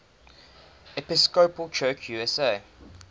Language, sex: English, male